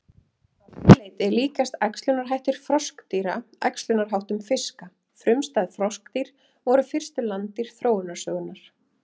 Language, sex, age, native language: Icelandic, female, 30-39, Icelandic